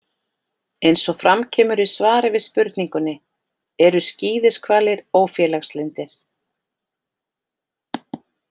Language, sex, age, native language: Icelandic, female, 40-49, Icelandic